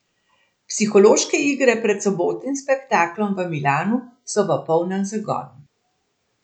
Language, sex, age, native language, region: Slovenian, female, 60+, Slovenian, Central Slovenia